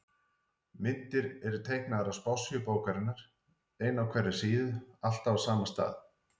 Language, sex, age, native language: Icelandic, male, 40-49, Icelandic